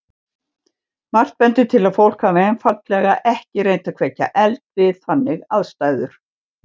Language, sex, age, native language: Icelandic, female, 60-69, Icelandic